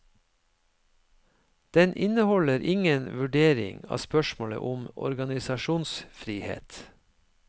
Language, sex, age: Norwegian, male, 53